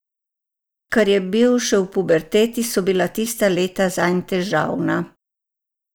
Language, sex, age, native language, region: Slovenian, female, 60+, Croatian, Savinja region